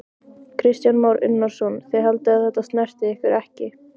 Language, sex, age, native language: Icelandic, female, 15, Icelandic